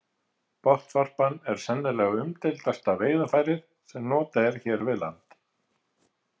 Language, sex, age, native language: Icelandic, male, 50-59, Icelandic